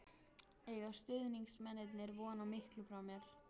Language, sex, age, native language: Icelandic, female, 13, Icelandic